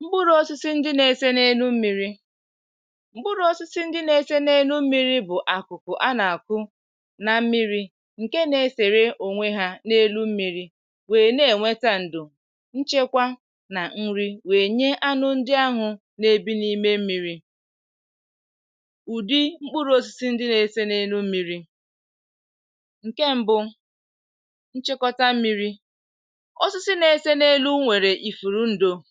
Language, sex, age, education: Igbo, female, 15-29, tertiary